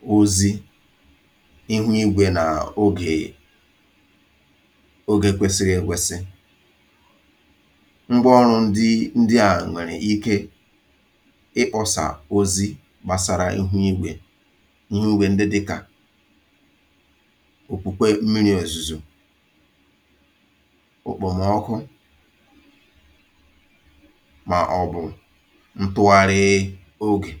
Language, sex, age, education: Igbo, male, 30-45, tertiary